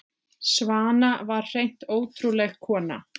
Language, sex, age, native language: Icelandic, female, 7, Icelandic